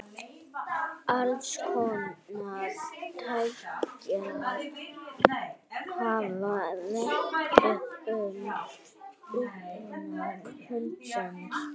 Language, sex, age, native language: Icelandic, female, 40-49, Icelandic